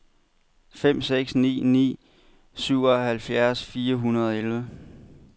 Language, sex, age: Danish, male, 31